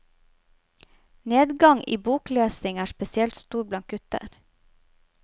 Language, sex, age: Norwegian, female, 25